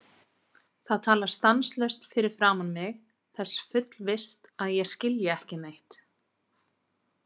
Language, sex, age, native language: Icelandic, female, 30-39, Icelandic